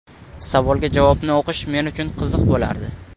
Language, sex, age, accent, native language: Uzbek, male, 18-24, Samarqand, Uzbek